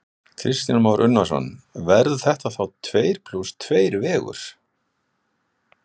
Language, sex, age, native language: Icelandic, male, 60-69, Icelandic